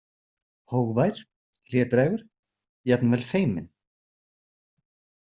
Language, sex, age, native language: Icelandic, male, 40-49, Icelandic